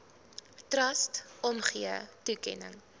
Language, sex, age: Afrikaans, female, 20